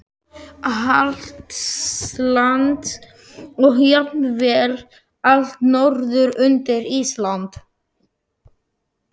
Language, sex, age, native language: Icelandic, male, 11, Slovak